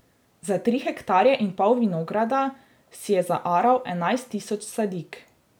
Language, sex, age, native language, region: Slovenian, female, 18-29, Slovenian, Drava region